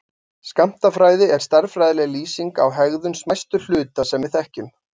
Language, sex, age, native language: Icelandic, male, 40-49, Icelandic